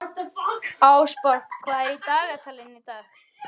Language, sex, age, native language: Icelandic, male, 11, Icelandic